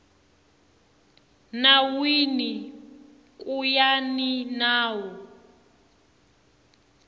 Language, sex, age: Tsonga, female, 21